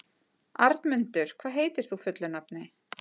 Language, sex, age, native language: Icelandic, female, 40-49, Icelandic